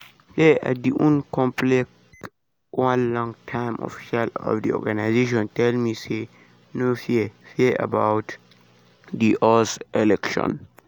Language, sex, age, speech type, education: Nigerian Pidgin, male, 15-29, spontaneous, secondary